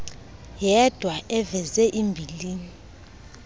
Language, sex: Xhosa, female